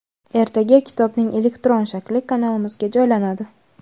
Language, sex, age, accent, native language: Uzbek, female, 18-24, Navoiy, Uzbek